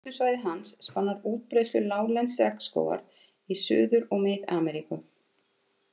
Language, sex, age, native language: Icelandic, female, 50-59, Icelandic